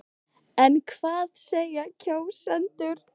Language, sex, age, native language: Icelandic, female, 15, Icelandic